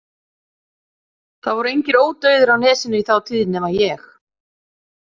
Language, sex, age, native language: Icelandic, female, 40-49, Icelandic